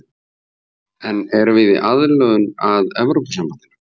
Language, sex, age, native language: Icelandic, male, 50-59, Icelandic